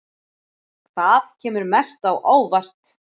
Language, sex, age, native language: Icelandic, male, 7, Icelandic